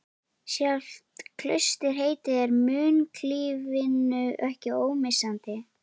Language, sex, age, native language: Icelandic, female, 13, Icelandic